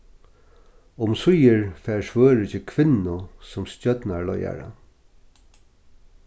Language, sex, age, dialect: Faroese, male, 61+, Norðurstreymoy/Eysturoy